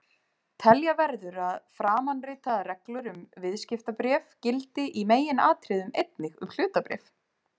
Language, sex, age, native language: Icelandic, female, 30-39, Icelandic